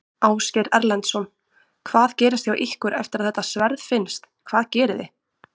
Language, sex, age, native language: Icelandic, female, 20-29, Icelandic